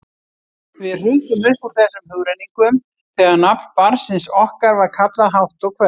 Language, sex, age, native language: Icelandic, female, 60-69, Icelandic